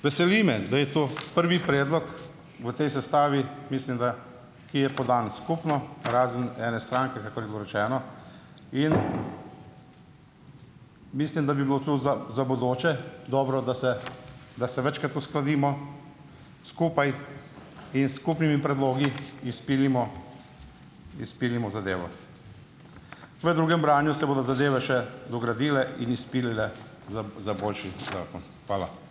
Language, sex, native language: Slovenian, male, Slovenian